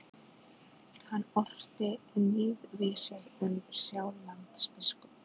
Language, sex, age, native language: Icelandic, female, 40-49, Icelandic